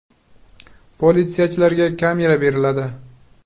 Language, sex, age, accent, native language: Uzbek, male, 18-24, Qashqadaryo, Uzbek